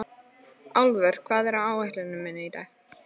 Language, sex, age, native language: Icelandic, female, 13, Icelandic